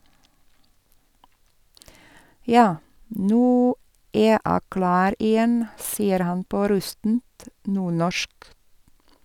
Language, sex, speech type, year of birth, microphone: Norwegian, female, read, 1961, Sennheiser